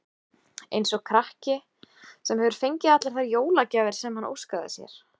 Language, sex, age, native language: Icelandic, female, 20-29, Icelandic